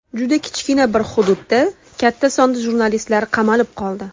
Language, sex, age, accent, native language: Uzbek, female, 19-29, Andijon, Uzbek